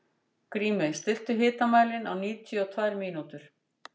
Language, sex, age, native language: Icelandic, female, 60-69, Icelandic